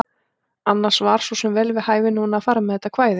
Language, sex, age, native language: Icelandic, female, 40-49, Icelandic